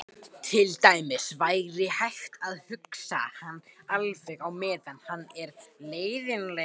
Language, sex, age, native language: Icelandic, male, 18-19, Icelandic